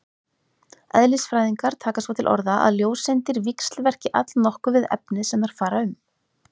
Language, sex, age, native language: Icelandic, female, 30-39, Icelandic